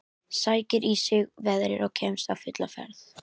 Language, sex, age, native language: Icelandic, female, 11, Icelandic